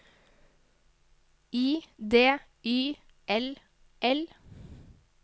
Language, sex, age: Norwegian, female, 22